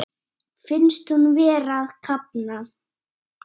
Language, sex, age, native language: Icelandic, male, 9, Icelandic